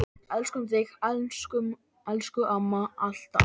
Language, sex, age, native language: Icelandic, male, 10, Icelandic